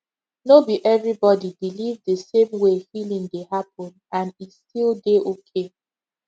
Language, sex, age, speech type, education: Nigerian Pidgin, female, 15-29, spontaneous, tertiary